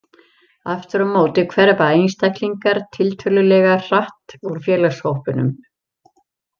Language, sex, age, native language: Icelandic, female, 70-79, Icelandic